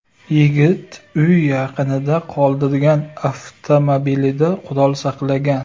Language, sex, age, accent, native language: Uzbek, male, 25-34, Farg'ona, Uzbek